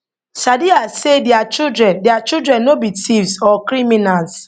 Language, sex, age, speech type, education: Nigerian Pidgin, female, 30-45, spontaneous, tertiary